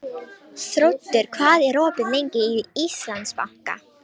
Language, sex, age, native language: Icelandic, female, 18-19, Romanian